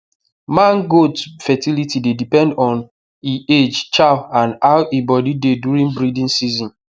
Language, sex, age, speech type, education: Nigerian Pidgin, male, 15-29, spontaneous, tertiary